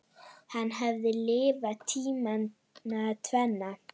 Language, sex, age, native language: Icelandic, female, 9, Icelandic